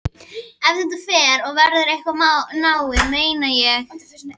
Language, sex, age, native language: Icelandic, female, 12, Icelandic